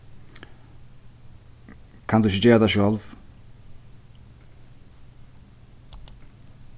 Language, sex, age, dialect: Faroese, male, 15-35, Sandoy